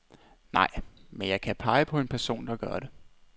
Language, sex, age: Danish, male, 29